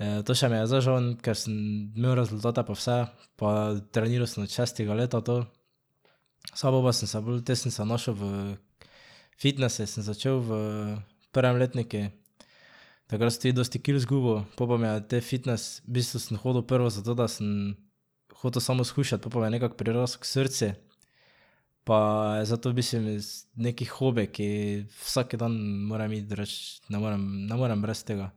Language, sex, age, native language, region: Slovenian, male, 18-29, Slovenian, Drava region